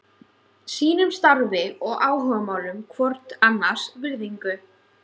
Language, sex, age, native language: Icelandic, female, 16, Icelandic